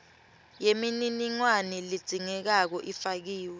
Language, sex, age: Swati, female, 21